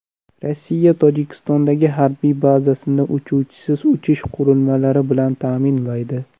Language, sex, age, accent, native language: Uzbek, male, under 19, Namangan, Uzbek